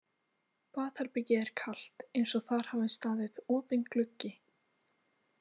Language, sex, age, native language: Icelandic, female, 18-19, Icelandic